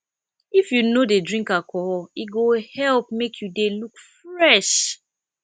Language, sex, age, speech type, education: Nigerian Pidgin, female, 15-29, spontaneous, tertiary